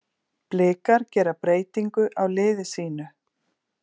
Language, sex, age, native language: Icelandic, female, 40-49, Icelandic